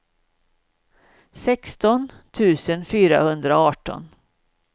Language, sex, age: Swedish, female, 56